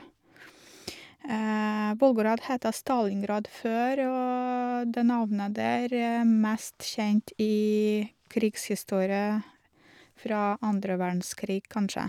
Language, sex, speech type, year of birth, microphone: Norwegian, female, spontaneous, 1983, Shure